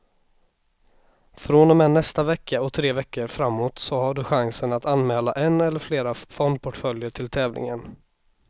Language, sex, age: Swedish, male, 26